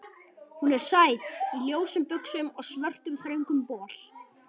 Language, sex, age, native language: Icelandic, male, 11, Icelandic